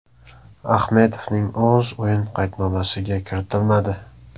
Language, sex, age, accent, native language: Uzbek, male, 18-24, Samarqand, Uzbek